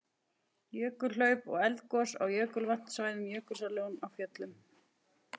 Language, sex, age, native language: Icelandic, female, 40-49, Icelandic